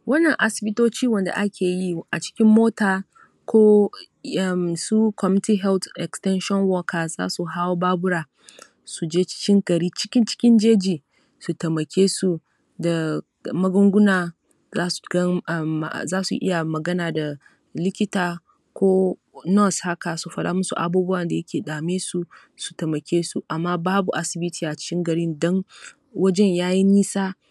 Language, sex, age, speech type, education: Hausa, female, 30-45, spontaneous, tertiary